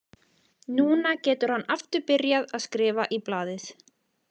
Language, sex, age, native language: Icelandic, female, 20-29, Icelandic